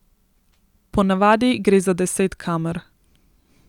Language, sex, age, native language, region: Slovenian, female, 18-29, Slovenian, Central Slovenia